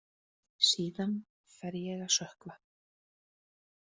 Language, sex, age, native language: Icelandic, female, 20-29, Icelandic